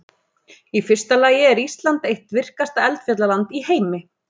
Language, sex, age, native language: Icelandic, female, 30-39, Icelandic